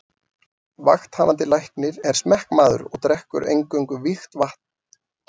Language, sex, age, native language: Icelandic, male, 40-49, Icelandic